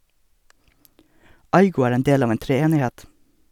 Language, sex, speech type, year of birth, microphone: Norwegian, male, read, 1982, Sennheiser